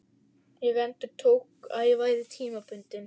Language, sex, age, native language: Icelandic, female, 11, Icelandic